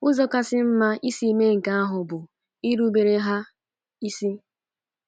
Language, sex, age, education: Igbo, female, 15-29, tertiary